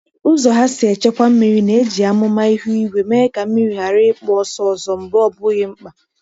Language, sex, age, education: Igbo, female, 15-29, tertiary